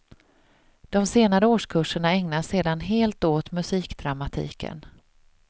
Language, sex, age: Swedish, female, 38